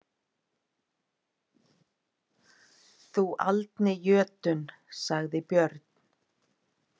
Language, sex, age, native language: Icelandic, female, 50-59, Icelandic